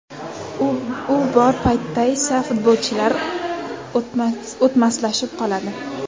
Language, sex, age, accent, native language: Uzbek, female, under 19, Toshkent viloyati, Uzbek